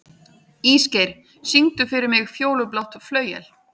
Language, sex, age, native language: Icelandic, female, 30-39, Icelandic